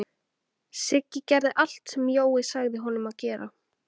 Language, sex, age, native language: Icelandic, female, 14, Icelandic